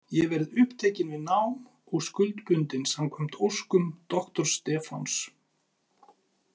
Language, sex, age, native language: Icelandic, male, 40-49, Icelandic